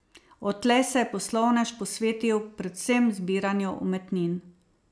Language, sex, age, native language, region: Slovenian, female, 50-59, Slovenian, Savinja region